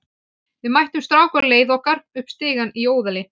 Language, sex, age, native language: Icelandic, male, 12, Icelandic